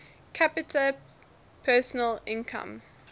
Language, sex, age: English, female, 19